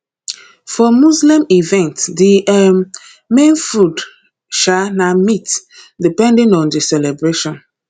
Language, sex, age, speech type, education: Nigerian Pidgin, female, 30-45, spontaneous, tertiary